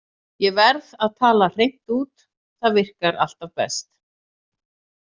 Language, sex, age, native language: Icelandic, female, 40-49, Icelandic